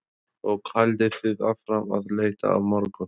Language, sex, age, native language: Icelandic, male, 20-29, Albanian